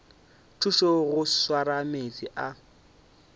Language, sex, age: Northern Sotho, male, 25